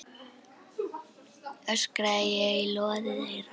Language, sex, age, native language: Icelandic, female, 10, Icelandic